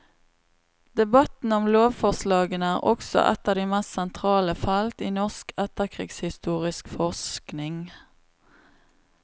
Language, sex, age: Norwegian, female, 36